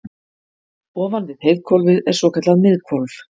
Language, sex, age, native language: Icelandic, female, 50-59, Icelandic